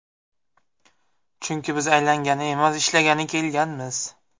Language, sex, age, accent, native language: Uzbek, male, 18-24, Buxoro, Uzbek